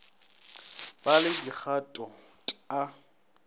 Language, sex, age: Northern Sotho, male, 19